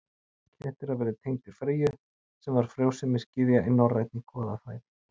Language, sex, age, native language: Icelandic, male, 40-49, Icelandic